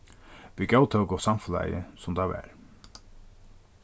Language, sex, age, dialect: Faroese, male, 36-60, Norðurstreymoy/Eysturoy